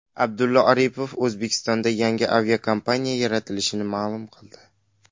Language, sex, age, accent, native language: Uzbek, male, under 19, Qashqadaryo, Uzbek